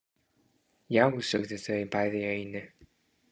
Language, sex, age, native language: Icelandic, male, 30-39, English